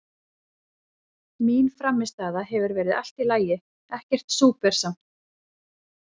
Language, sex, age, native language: Icelandic, female, 30-39, Icelandic